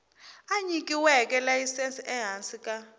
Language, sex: Tsonga, female